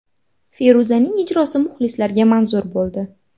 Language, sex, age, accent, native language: Uzbek, female, 18-24, Farg'ona, Uzbek